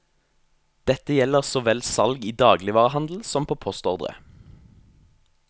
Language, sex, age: Norwegian, male, 22